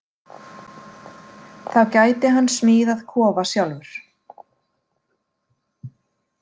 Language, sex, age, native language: Icelandic, female, 40-49, Icelandic